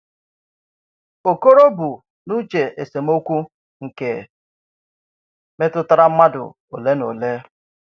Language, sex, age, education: Igbo, male, 30-45, tertiary